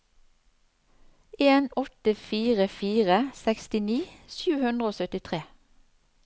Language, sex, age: Norwegian, female, 54